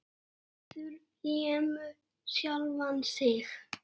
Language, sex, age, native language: Icelandic, male, 6, Icelandic